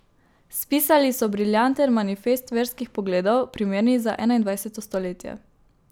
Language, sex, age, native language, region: Slovenian, female, 18-29, Slovenian, Savinja region